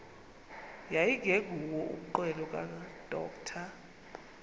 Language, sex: Xhosa, female